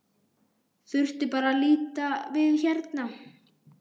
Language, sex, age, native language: Icelandic, male, 12, Icelandic